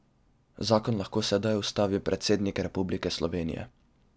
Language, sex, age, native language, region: Slovenian, male, 12-17, Slovenian, Drava region